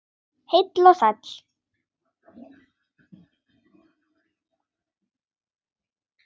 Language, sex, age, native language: Icelandic, female, 10, Icelandic